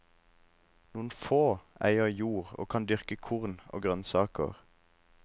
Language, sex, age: Norwegian, male, 26